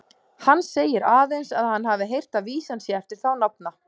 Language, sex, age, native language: Icelandic, female, 30-39, Icelandic